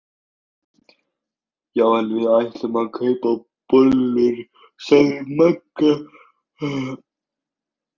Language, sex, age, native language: Icelandic, male, 16, Icelandic